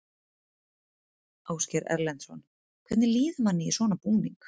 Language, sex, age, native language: Icelandic, female, 30-39, Icelandic